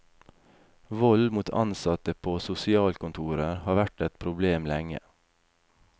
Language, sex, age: Norwegian, male, 28